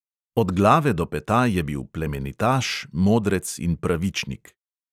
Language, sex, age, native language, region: Slovenian, male, 30-49, Slovenian, Central Slovenia